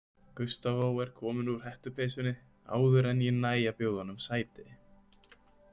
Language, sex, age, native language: Icelandic, male, 20-29, Icelandic